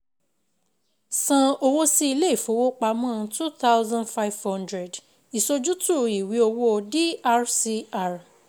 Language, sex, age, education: Yoruba, female, 15-29, secondary